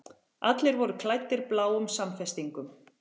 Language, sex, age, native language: Icelandic, female, 40-49, Icelandic